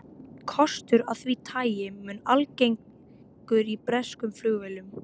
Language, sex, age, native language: Icelandic, female, 18-19, Icelandic